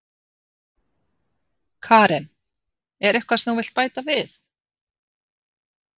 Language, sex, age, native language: Icelandic, female, 50-59, Icelandic